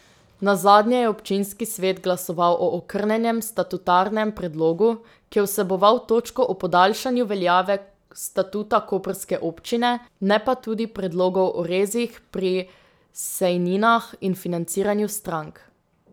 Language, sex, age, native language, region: Slovenian, female, 18-29, Slovenian, Drava region